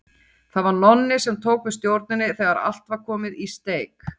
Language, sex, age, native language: Icelandic, female, 40-49, Icelandic